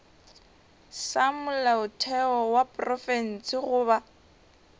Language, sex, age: Northern Sotho, female, 21